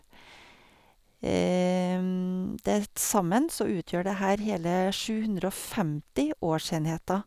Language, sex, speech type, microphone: Norwegian, female, spontaneous, Sennheiser